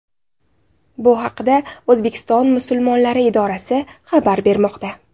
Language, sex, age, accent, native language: Uzbek, female, 18-24, Navoiy, Uzbek